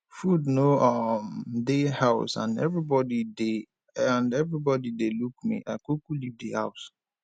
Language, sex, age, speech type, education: Nigerian Pidgin, male, 15-29, spontaneous, tertiary